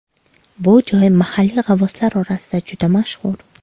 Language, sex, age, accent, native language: Uzbek, female, 25-34, Qashqadaryo, Uzbek